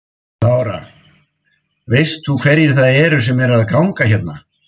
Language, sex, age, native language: Icelandic, male, 50-59, Icelandic